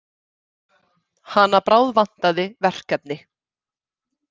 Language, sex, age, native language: Icelandic, female, 30-39, Icelandic